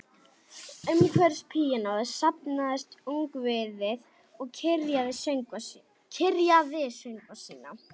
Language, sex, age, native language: Icelandic, female, 18-19, Icelandic